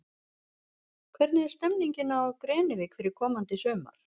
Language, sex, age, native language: Icelandic, female, 50-59, Icelandic